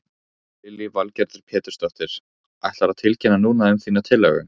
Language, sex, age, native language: Icelandic, male, 15, Icelandic